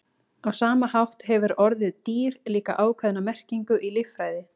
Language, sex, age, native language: Icelandic, female, 18-19, Icelandic